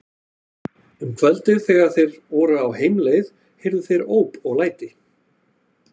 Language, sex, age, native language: Icelandic, male, 40-49, Icelandic